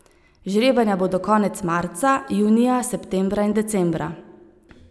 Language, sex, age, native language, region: Slovenian, female, 30-49, Slovenian, Savinja region